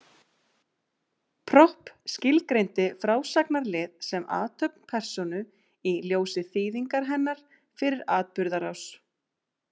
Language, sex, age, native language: Icelandic, female, 30-39, Icelandic